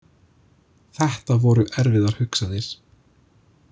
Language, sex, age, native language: Icelandic, male, 20-29, English